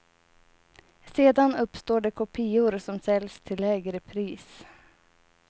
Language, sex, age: Swedish, female, 30